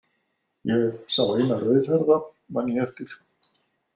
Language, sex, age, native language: Icelandic, male, 60-69, Icelandic